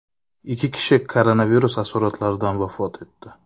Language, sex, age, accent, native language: Uzbek, male, 25-34, Navoiy, Uzbek